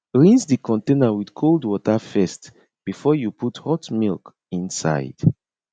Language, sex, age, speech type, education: Nigerian Pidgin, male, 30-45, spontaneous, tertiary